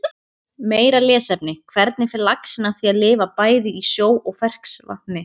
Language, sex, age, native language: Icelandic, female, 30-39, Icelandic